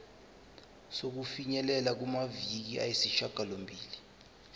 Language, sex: Zulu, male